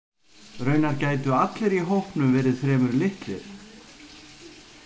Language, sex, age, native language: Icelandic, male, 50-59, Icelandic